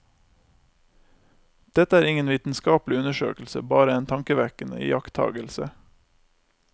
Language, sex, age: Norwegian, male, 28